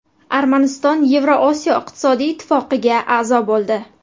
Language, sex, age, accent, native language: Uzbek, female, 18-24, Buxoro, Uzbek